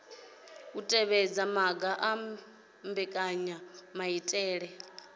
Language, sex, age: Venda, female, 30